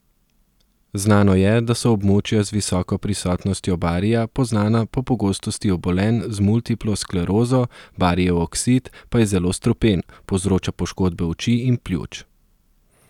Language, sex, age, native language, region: Slovenian, male, 30-49, Slovenian, Southeast Slovenia